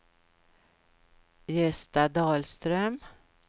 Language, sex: Swedish, female